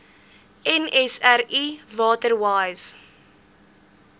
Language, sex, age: Afrikaans, female, 18